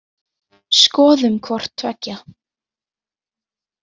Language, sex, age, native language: Icelandic, female, 18-19, Icelandic